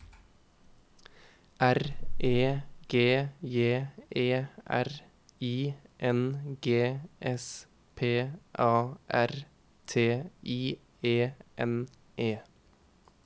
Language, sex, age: Norwegian, male, 21